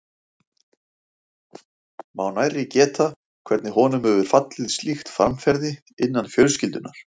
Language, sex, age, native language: Icelandic, male, 40-49, Icelandic